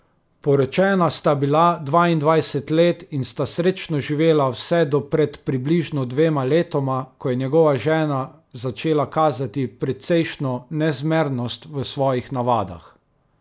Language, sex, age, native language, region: Slovenian, male, 30-49, Slovenian, Carinthia region